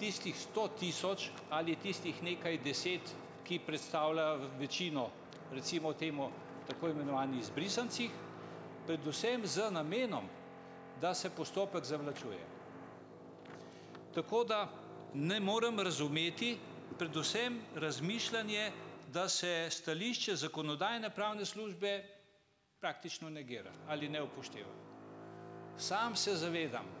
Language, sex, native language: Slovenian, male, Slovenian